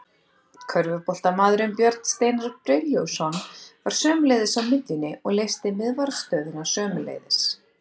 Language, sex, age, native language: Icelandic, female, 30-39, Icelandic